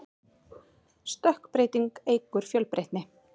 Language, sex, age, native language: Icelandic, female, 30-39, Icelandic